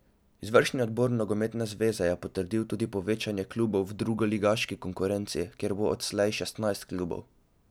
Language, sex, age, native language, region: Slovenian, male, 12-17, Slovenian, Drava region